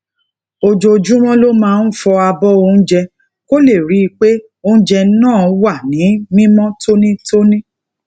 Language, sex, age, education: Yoruba, female, 30-45, tertiary